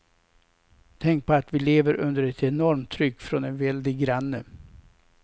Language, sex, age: Swedish, male, 67